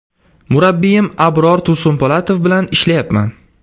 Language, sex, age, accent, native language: Uzbek, male, 18-24, Surxondaryo, Uzbek